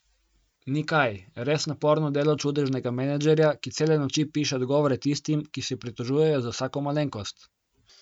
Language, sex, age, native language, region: Slovenian, male, 18-29, Slovenian, Coastal Karst region